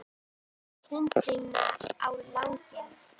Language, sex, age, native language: Icelandic, female, 11, Icelandic